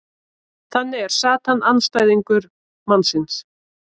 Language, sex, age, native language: Icelandic, female, 30-39, Icelandic